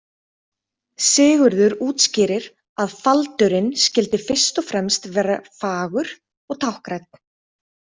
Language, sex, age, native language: Icelandic, female, 30-39, Icelandic